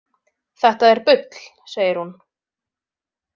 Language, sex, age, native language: Icelandic, female, 20-29, Icelandic